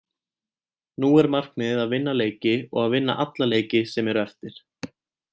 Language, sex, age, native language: Icelandic, male, 20-29, Icelandic